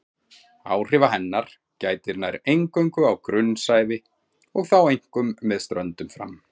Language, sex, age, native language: Icelandic, male, 40-49, Icelandic